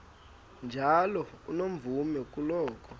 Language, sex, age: Xhosa, male, 19